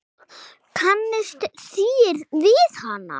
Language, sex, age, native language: Icelandic, female, 6, English